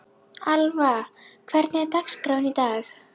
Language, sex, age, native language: Icelandic, female, 11, Icelandic